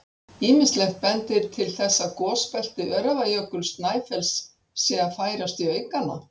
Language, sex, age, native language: Icelandic, female, 60-69, Icelandic